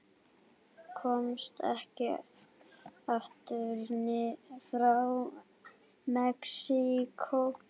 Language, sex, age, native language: Icelandic, female, 9, Icelandic